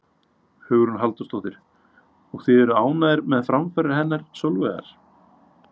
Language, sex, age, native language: Icelandic, male, 30-39, Icelandic